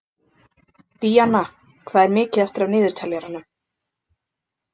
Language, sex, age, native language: Icelandic, other, 20-29, Icelandic